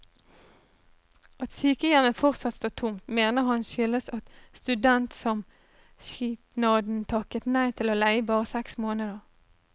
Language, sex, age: Norwegian, female, 37